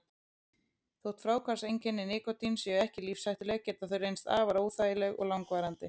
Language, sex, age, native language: Icelandic, female, 30-39, Icelandic